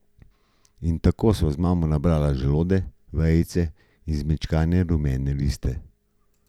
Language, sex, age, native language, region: Slovenian, male, 50-59, Slovenian, Gorenjska region